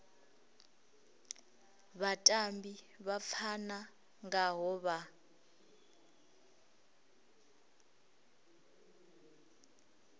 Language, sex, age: Venda, female, 20